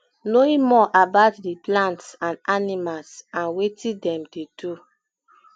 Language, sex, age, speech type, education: Nigerian Pidgin, female, 15-29, spontaneous, tertiary